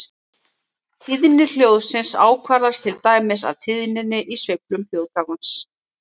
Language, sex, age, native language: Icelandic, female, 30-39, Icelandic